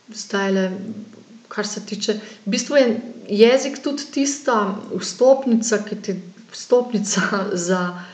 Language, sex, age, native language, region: Slovenian, female, 50-59, Slovenian, Gorenjska region